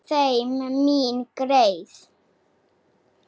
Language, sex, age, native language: Icelandic, female, 7, Slovak